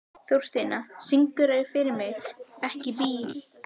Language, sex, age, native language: Icelandic, female, 14, Icelandic